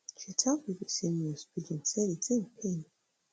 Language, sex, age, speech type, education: Nigerian Pidgin, female, 30-45, spontaneous, tertiary